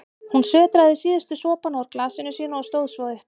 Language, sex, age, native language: Icelandic, female, 30-39, Icelandic